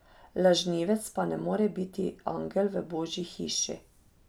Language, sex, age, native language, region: Slovenian, female, 30-49, Slovenian, Drava region